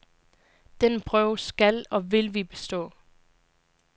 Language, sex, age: Danish, female, 20